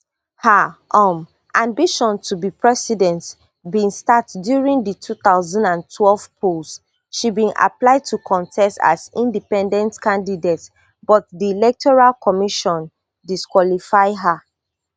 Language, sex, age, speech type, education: Nigerian Pidgin, female, 30-45, spontaneous, tertiary